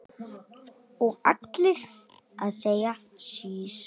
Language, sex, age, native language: Icelandic, male, 8, Icelandic